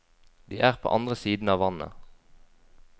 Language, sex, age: Norwegian, female, 20